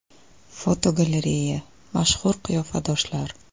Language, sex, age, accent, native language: Uzbek, female, 35+, Toshkent viloyati, Uzbek